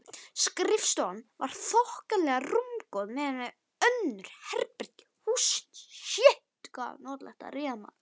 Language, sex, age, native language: Icelandic, male, 11, Icelandic